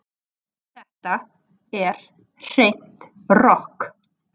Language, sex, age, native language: Icelandic, female, 40-49, Icelandic